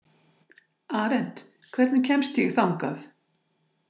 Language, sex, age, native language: Icelandic, female, 60-69, Icelandic